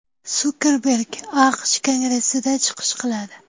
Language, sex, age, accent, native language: Uzbek, female, 12-17, Jizzax, Uzbek